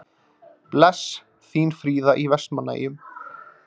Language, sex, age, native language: Icelandic, male, 30-39, Icelandic